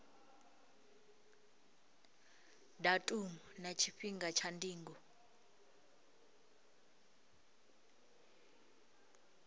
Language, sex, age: Venda, female, 20